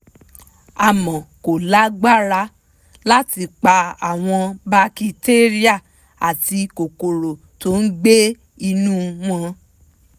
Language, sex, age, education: Yoruba, female, 15-29, tertiary